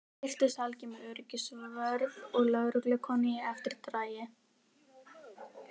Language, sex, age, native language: Icelandic, female, 11, Icelandic